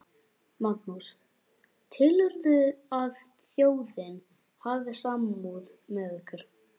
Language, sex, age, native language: Icelandic, male, 11, Icelandic